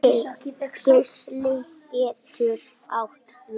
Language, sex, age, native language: Icelandic, male, 9, Icelandic